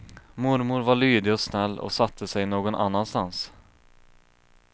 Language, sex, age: Swedish, male, 22